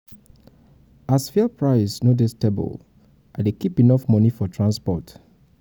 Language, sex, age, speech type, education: Nigerian Pidgin, male, 30-45, spontaneous, tertiary